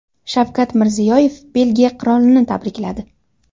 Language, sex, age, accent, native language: Uzbek, female, under 19, Andijon, Uzbek